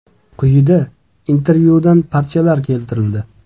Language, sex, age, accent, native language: Uzbek, male, 25-34, Toshkent viloyati, Uzbek